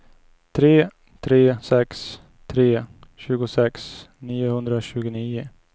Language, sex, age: Swedish, male, 29